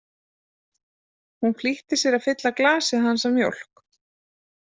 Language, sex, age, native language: Icelandic, female, 30-39, Icelandic